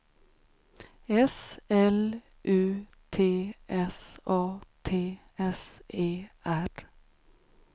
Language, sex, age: Swedish, female, 36